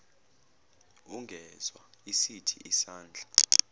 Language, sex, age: Zulu, male, 24